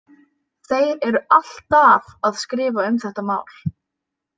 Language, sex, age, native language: Icelandic, female, 18-19, Icelandic